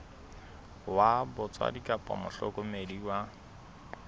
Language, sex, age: Southern Sotho, male, 21